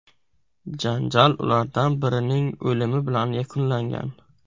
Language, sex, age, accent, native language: Uzbek, male, 18-24, Buxoro, Uzbek